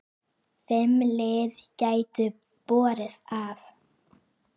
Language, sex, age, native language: Icelandic, female, 9, Icelandic